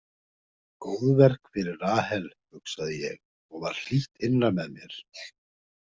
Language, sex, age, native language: Icelandic, male, 50-59, Icelandic